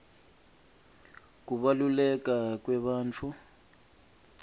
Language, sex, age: Swati, male, 25